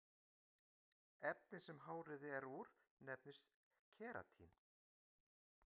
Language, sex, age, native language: Icelandic, male, 50-59, Icelandic